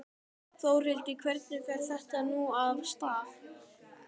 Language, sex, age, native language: Icelandic, male, 12, Icelandic